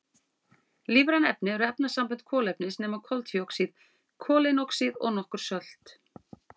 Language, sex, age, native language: Icelandic, female, 40-49, Icelandic